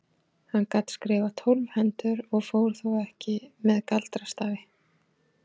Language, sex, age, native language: Icelandic, female, 40-49, Icelandic